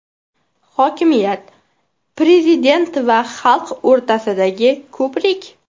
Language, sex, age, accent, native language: Uzbek, female, 18-24, Qashqadaryo, Uzbek